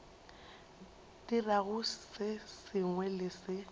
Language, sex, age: Northern Sotho, female, 23